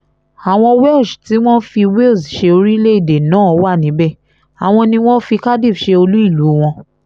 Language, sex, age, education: Yoruba, female, 15-29, tertiary